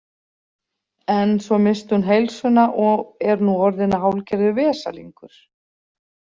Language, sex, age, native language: Icelandic, female, 40-49, Icelandic